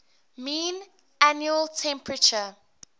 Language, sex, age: English, female, 18